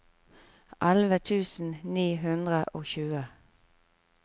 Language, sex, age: Norwegian, female, 45